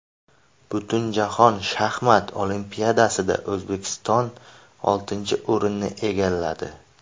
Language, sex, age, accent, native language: Uzbek, male, 18-24, Samarqand, Uzbek